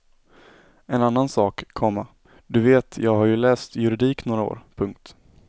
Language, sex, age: Swedish, male, 17